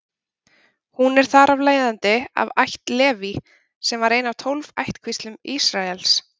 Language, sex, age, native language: Icelandic, female, 30-39, Icelandic